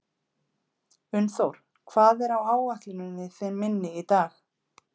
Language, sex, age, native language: Icelandic, female, 50-59, Icelandic